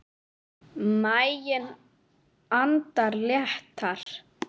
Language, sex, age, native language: Icelandic, female, 9, Icelandic